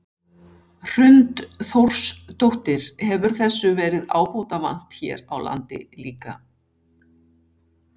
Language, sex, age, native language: Icelandic, female, 60-69, Icelandic